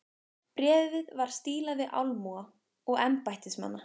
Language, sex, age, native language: Icelandic, female, 15, Icelandic